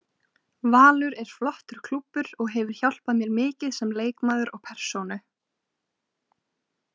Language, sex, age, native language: Icelandic, female, 20-29, Icelandic